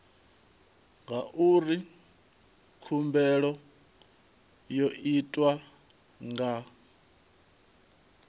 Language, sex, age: Venda, male, 23